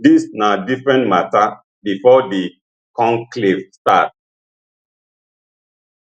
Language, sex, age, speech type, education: Nigerian Pidgin, male, 30-45, spontaneous, tertiary